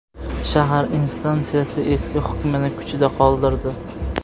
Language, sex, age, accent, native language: Uzbek, male, 18-24, Namangan, Uzbek